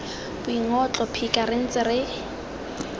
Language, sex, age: Tswana, female, 18